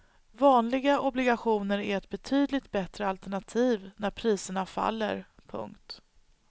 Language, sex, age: Swedish, female, 39